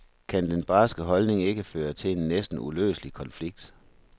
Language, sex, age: Danish, male, 43